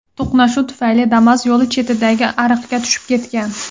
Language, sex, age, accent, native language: Uzbek, female, 19-29, Farg'ona, Uzbek